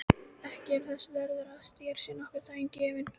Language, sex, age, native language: Icelandic, female, 12, Icelandic